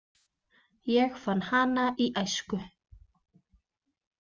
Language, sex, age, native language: Icelandic, female, 20-29, Icelandic